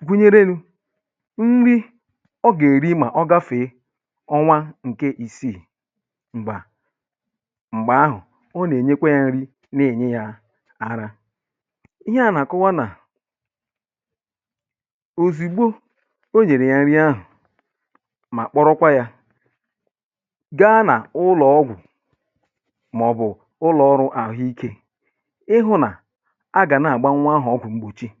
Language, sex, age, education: Igbo, male, 30-45, tertiary